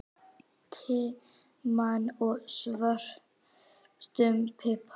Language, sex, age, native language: Icelandic, female, 10, Icelandic